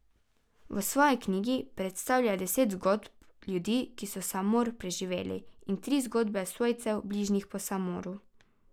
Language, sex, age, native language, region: Slovenian, female, 12-17, Slovenian, Carinthia region